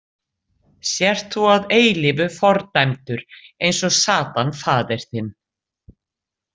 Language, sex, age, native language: Icelandic, female, 60-69, Icelandic